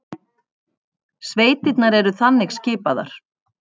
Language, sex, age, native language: Icelandic, female, 50-59, Icelandic